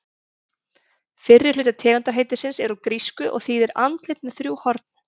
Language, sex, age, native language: Icelandic, female, 30-39, Icelandic